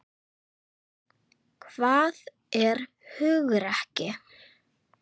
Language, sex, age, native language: Icelandic, other, 11, Icelandic